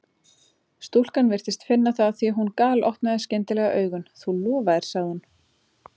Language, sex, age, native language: Icelandic, female, 30-39, Icelandic